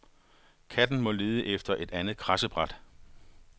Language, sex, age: Danish, male, 51